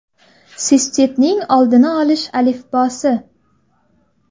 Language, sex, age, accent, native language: Uzbek, female, 19-29, Navoiy, Uzbek